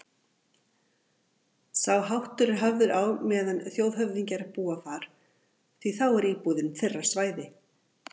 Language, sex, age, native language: Icelandic, female, 40-49, Icelandic